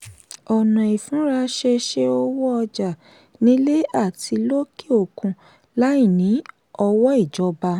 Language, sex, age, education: Yoruba, female, 30-45, tertiary